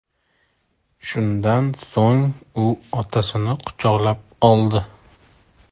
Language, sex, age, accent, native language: Uzbek, male, 25-34, Toshkent shahri, Uzbek